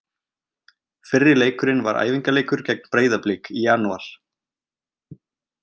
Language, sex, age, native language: Icelandic, male, 20-29, Icelandic